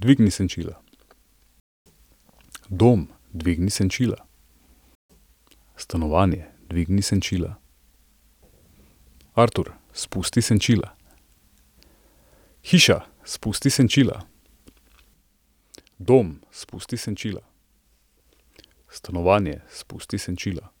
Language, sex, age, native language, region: Slovenian, male, 30-49, Slovenian, Central Slovenia